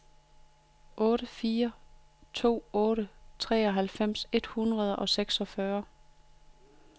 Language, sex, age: Danish, female, 42